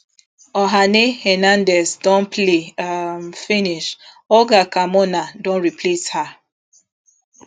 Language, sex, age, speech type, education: Nigerian Pidgin, female, 30-45, spontaneous, tertiary